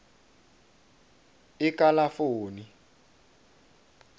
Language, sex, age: South Ndebele, male, 22